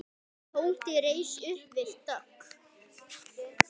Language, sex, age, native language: Icelandic, male, 10, Icelandic